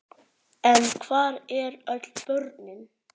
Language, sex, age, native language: Icelandic, male, 9, Icelandic